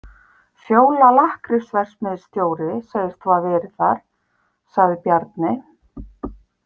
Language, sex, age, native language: Icelandic, female, 50-59, Icelandic